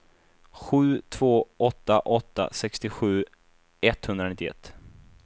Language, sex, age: Swedish, male, 24